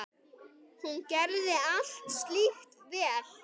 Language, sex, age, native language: Icelandic, male, 10, Icelandic